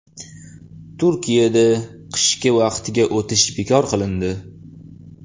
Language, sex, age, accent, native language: Uzbek, male, 18-24, Toshkent shahri, Uzbek